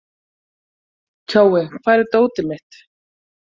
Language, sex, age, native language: Icelandic, female, 40-49, Icelandic